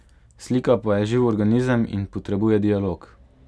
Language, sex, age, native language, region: Slovenian, male, 18-29, Slovenian, Pomurje region